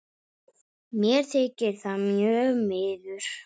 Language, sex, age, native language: Icelandic, male, 9, Icelandic